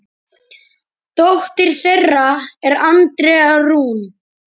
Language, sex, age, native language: Icelandic, male, 10, Icelandic